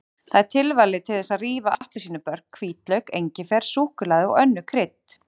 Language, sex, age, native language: Icelandic, female, 40-49, Icelandic